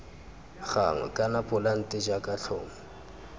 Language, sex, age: Tswana, male, 25